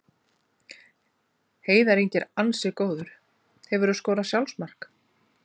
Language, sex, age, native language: Icelandic, female, 40-49, Icelandic